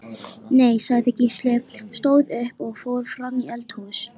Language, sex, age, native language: Icelandic, female, 13, Icelandic